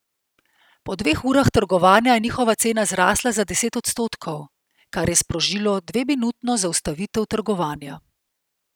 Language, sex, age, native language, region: Slovenian, female, 50-59, Slovenian, Central Slovenia